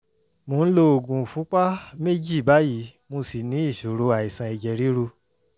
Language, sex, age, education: Yoruba, male, 30-45, tertiary